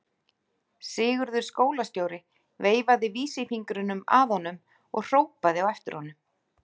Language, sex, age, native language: Icelandic, female, 40-49, Icelandic